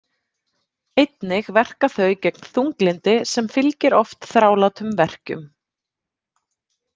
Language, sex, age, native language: Icelandic, female, 30-39, Icelandic